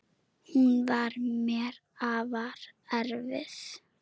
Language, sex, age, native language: Icelandic, female, 9, Icelandic